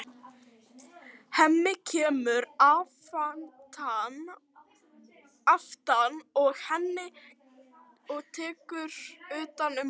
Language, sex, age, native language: Icelandic, female, 12, Icelandic